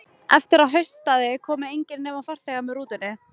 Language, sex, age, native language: Icelandic, female, 15, Icelandic